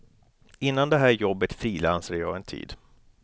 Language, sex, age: Swedish, male, 29